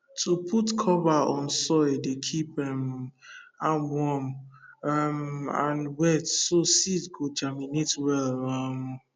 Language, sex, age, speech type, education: Nigerian Pidgin, male, 15-29, spontaneous, tertiary